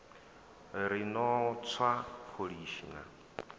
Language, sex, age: Venda, male, 23